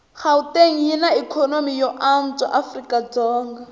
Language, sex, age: Tsonga, female, 22